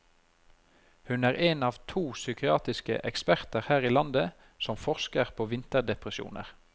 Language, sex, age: Norwegian, male, 33